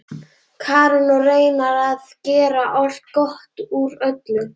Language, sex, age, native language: Icelandic, female, 11, Icelandic